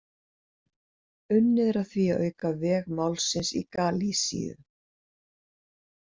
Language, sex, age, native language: Icelandic, female, 60-69, Icelandic